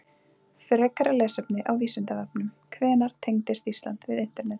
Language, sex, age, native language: Icelandic, female, 20-29, Icelandic